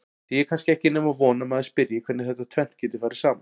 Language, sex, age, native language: Icelandic, male, 40-49, Icelandic